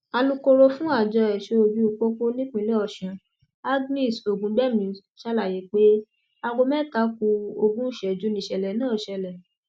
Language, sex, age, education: Yoruba, female, 15-29, tertiary